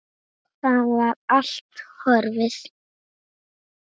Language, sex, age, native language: Icelandic, male, 7, Icelandic